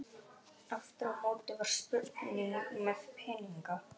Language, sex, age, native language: Icelandic, male, 11, Icelandic